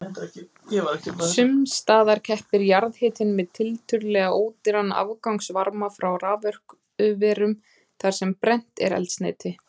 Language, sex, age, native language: Icelandic, female, 30-39, Icelandic